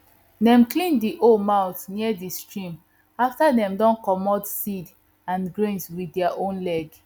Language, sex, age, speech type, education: Nigerian Pidgin, female, 15-29, spontaneous, tertiary